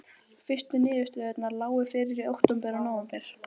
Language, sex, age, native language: Icelandic, female, 12, Icelandic